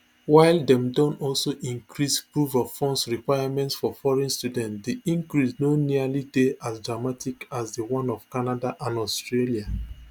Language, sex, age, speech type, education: Nigerian Pidgin, male, 30-45, spontaneous, tertiary